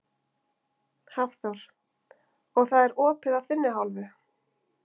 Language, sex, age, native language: Icelandic, female, 50-59, Icelandic